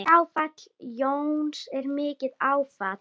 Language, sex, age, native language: Icelandic, female, 10, Icelandic